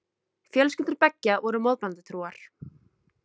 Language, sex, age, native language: Icelandic, female, 20-29, Icelandic